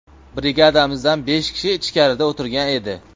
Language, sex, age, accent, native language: Uzbek, male, 25-34, Farg'ona, Uzbek